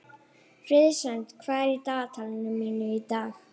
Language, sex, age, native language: Icelandic, female, 11, Icelandic